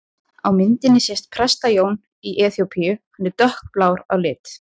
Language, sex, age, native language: Icelandic, female, 20-29, Icelandic